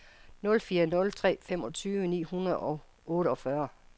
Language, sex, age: Danish, female, 55